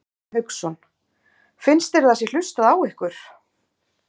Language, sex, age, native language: Icelandic, female, 30-39, Icelandic